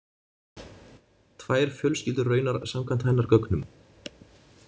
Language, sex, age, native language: Icelandic, male, 20-29, Icelandic